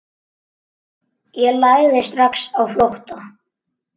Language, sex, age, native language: Icelandic, male, 9, Icelandic